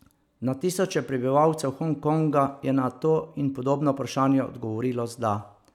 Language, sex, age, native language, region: Slovenian, male, 50-59, Slovenian, Savinja region